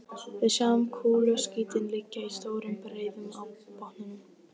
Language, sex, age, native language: Icelandic, female, 15, Icelandic